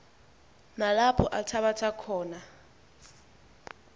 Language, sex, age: Xhosa, female, 20